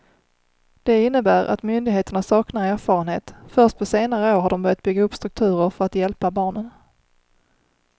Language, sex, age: Swedish, female, 30